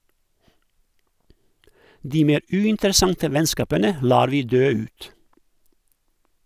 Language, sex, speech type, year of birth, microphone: Norwegian, male, read, 1971, Sennheiser